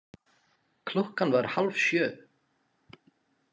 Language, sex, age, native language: Icelandic, male, 20-29, Slovak